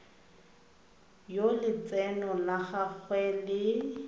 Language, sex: Tswana, female